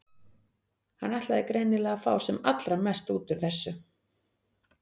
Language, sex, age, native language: Icelandic, female, 40-49, Icelandic